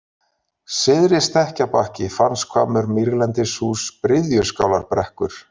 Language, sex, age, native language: Icelandic, male, 40-49, Icelandic